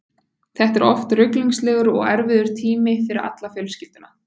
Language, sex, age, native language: Icelandic, female, 20-29, Icelandic